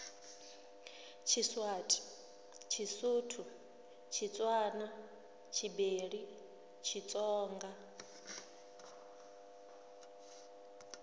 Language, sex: Venda, female